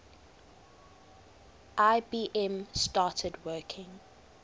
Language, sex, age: English, female, 19